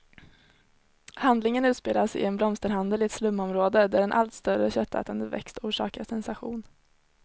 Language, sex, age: Swedish, female, 21